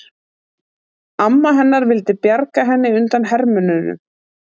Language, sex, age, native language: Icelandic, female, 40-49, Icelandic